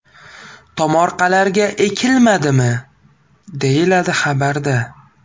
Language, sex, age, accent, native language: Uzbek, male, 18-24, Farg'ona, Uzbek